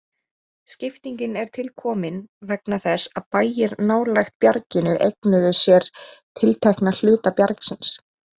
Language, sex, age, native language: Icelandic, female, 20-29, Icelandic